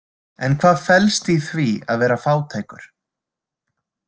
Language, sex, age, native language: Icelandic, male, 20-29, Icelandic